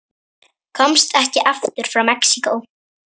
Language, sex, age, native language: Icelandic, female, 9, Icelandic